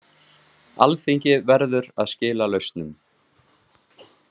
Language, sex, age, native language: Icelandic, male, 30-39, Icelandic